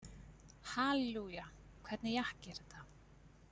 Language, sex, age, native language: Icelandic, female, 20-29, Icelandic